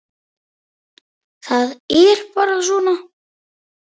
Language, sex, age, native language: Icelandic, female, 8, Icelandic